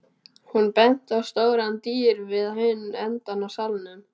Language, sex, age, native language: Icelandic, male, 12, Icelandic